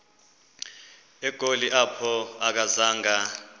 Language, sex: Xhosa, male